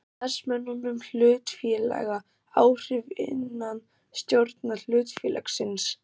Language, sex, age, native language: Icelandic, male, 12, German